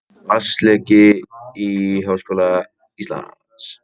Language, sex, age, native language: Icelandic, male, 18-19, Icelandic